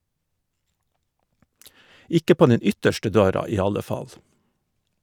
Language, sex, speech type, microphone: Norwegian, male, read, Shure